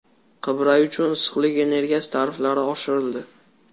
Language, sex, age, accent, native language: Uzbek, male, 18-24, Toshkent shahri, Uzbek